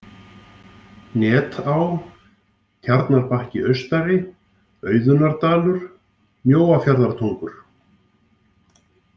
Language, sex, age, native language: Icelandic, male, 50-59, Icelandic